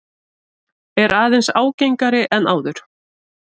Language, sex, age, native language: Icelandic, female, 30-39, Icelandic